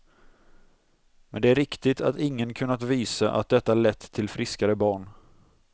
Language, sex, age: Swedish, male, 26